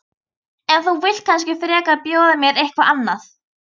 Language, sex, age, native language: Icelandic, female, 13, Icelandic